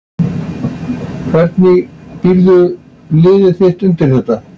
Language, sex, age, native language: Icelandic, male, 60-69, Icelandic